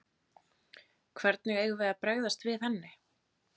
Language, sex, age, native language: Icelandic, female, 30-39, Icelandic